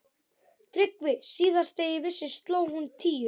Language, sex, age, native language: Icelandic, male, 11, Icelandic